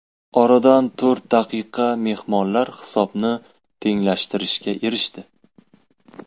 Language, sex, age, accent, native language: Uzbek, male, 18-24, Farg'ona, Uzbek